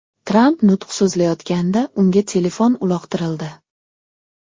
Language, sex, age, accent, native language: Uzbek, male, 12-17, Namangan, Uzbek